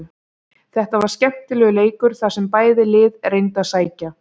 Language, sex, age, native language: Icelandic, female, 30-39, Icelandic